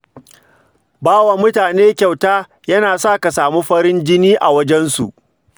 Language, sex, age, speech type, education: Hausa, male, 46-60, read, secondary